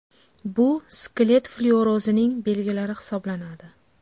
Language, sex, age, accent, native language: Uzbek, female, 25-34, Farg'ona, Uzbek